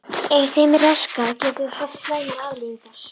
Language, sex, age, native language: Icelandic, female, 11, Icelandic